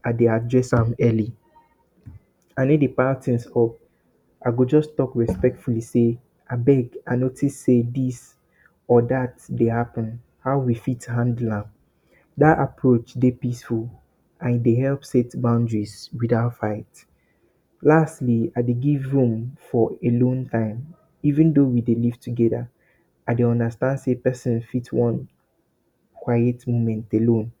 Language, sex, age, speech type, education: Nigerian Pidgin, male, 30-45, spontaneous, tertiary